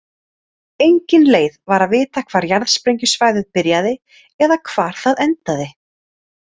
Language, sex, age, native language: Icelandic, female, 30-39, Icelandic